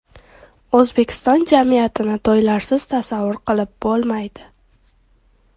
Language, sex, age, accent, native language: Uzbek, female, 12-17, Toshkent viloyati, Uzbek